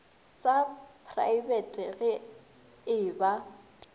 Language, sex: Northern Sotho, female